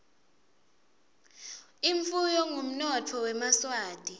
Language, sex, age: Swati, female, 20